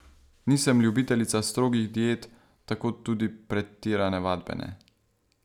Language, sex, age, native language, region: Slovenian, male, 18-29, Slovenian, Savinja region